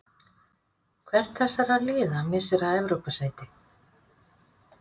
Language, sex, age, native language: Icelandic, female, 50-59, Icelandic